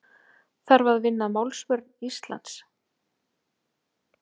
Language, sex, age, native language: Icelandic, female, 40-49, Icelandic